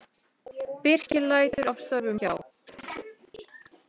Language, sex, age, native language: Icelandic, male, 10, Icelandic